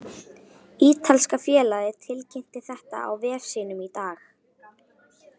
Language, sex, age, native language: Icelandic, female, 18-19, Icelandic